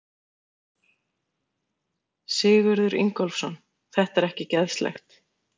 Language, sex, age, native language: Icelandic, female, 40-49, Icelandic